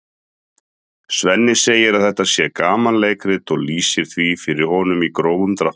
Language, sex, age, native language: Icelandic, male, 30-39, Icelandic